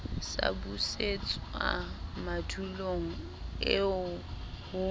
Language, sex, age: Southern Sotho, female, 19